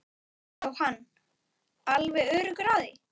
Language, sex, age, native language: Icelandic, male, 9, Icelandic